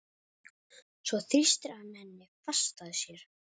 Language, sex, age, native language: Icelandic, male, 12, Icelandic